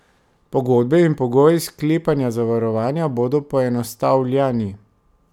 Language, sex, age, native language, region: Slovenian, male, 30-49, Slovenian, Drava region